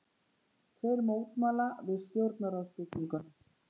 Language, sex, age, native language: Icelandic, female, 40-49, Icelandic